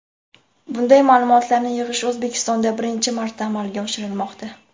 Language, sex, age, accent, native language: Uzbek, female, 18-24, Jizzax, Uzbek